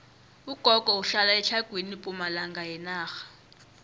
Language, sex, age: South Ndebele, female, 25